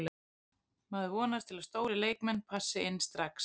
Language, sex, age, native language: Icelandic, female, 30-39, Icelandic